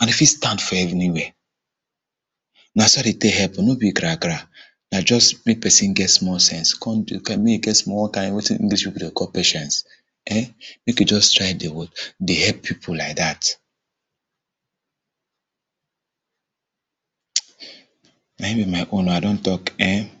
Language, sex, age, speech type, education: Nigerian Pidgin, male, 30-45, spontaneous, tertiary